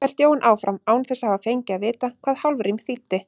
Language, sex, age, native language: Icelandic, female, 30-39, Icelandic